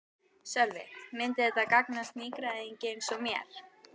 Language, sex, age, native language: Icelandic, female, 12, Icelandic